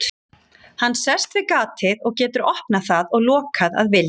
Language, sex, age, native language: Icelandic, female, 40-49, Icelandic